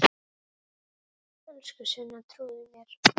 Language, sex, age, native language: Icelandic, female, 8, Icelandic